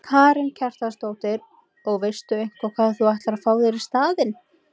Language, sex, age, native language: Icelandic, female, 18-19, Icelandic